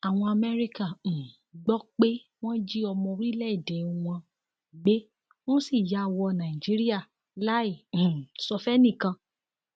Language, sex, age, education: Yoruba, female, 30-45, tertiary